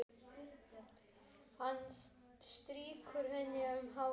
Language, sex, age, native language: Icelandic, other, 10, Icelandic